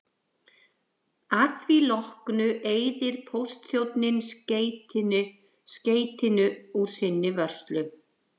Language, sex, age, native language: Icelandic, female, 60-69, Icelandic